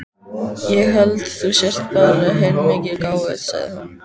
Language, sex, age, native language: Icelandic, female, 14, Icelandic